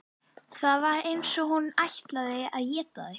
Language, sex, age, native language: Icelandic, female, 11, Icelandic